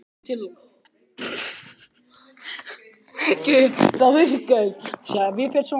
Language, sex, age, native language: Icelandic, male, 15, Icelandic